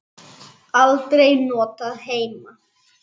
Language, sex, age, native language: Icelandic, male, 8, Icelandic